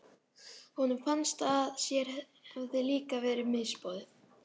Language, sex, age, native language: Icelandic, female, 12, Icelandic